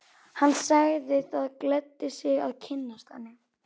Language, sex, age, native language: Icelandic, female, 11, Icelandic